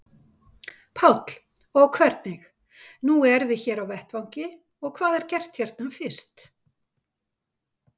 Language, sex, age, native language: Icelandic, female, 50-59, Icelandic